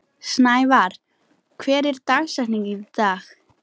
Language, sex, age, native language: Icelandic, female, 18-19, Icelandic